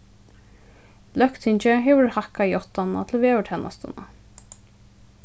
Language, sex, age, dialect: Faroese, female, 15-35, Suðurstreymoy